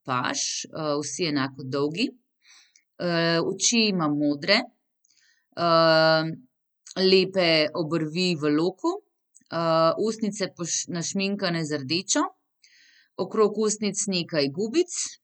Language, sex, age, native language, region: Slovenian, female, 30-49, Slovenian, Central Slovenia